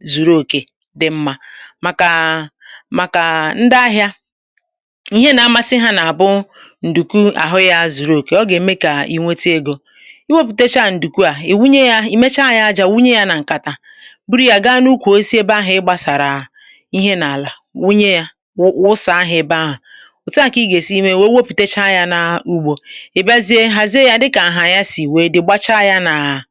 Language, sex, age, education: Igbo, male, 30-45, tertiary